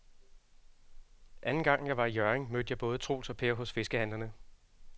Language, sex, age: Danish, male, 36